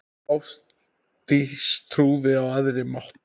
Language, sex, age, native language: Icelandic, male, 10, Icelandic